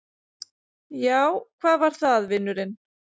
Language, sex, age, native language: Icelandic, female, 30-39, Icelandic